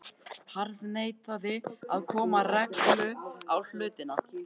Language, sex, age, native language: Icelandic, male, 13, Icelandic